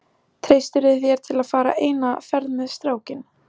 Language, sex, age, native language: Icelandic, female, 14, Icelandic